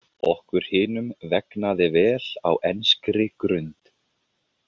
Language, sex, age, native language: Icelandic, male, 20-29, Icelandic